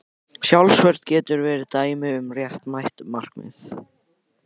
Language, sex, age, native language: Icelandic, male, 18-19, Icelandic